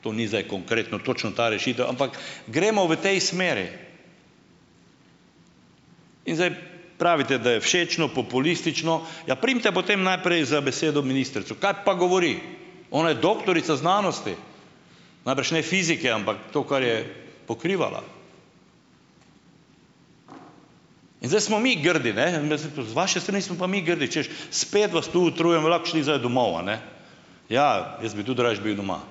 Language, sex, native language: Slovenian, male, Slovenian